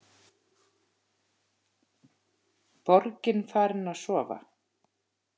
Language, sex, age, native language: Icelandic, female, 50-59, Icelandic